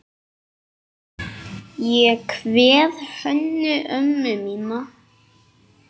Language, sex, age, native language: Icelandic, male, 8, Icelandic